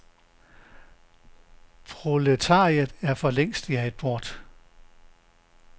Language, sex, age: Danish, male, 69